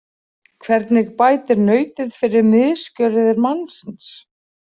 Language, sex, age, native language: Icelandic, female, 40-49, Icelandic